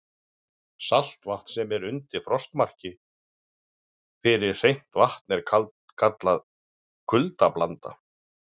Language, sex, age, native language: Icelandic, male, 40-49, Icelandic